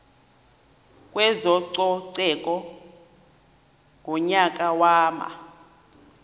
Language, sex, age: Xhosa, female, 38